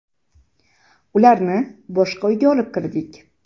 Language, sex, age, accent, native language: Uzbek, female, 12-17, Jizzax, Uzbek